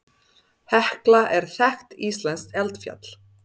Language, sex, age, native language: Icelandic, female, 30-39, Serbo-Croatian